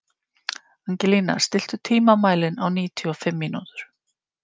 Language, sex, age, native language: Icelandic, female, 50-59, Icelandic